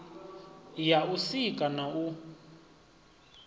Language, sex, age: Venda, male, 25